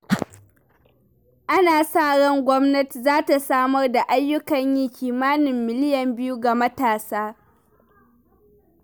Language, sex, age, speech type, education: Hausa, female, 15-29, read, primary